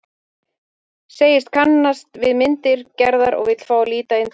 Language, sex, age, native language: Icelandic, female, 30-39, Icelandic